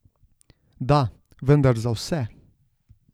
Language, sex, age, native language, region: Slovenian, male, 18-29, Slovenian, Savinja region